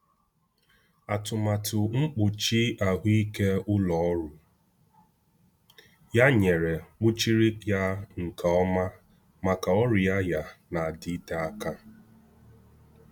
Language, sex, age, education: Igbo, male, 15-29, tertiary